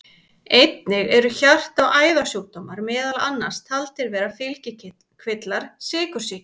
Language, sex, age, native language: Icelandic, female, 30-39, Icelandic